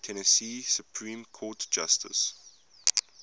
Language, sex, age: English, male, 22